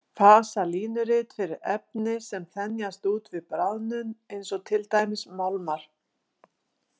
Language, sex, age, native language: Icelandic, female, 60-69, Icelandic